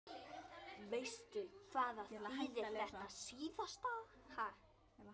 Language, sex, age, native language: Icelandic, female, 11, Icelandic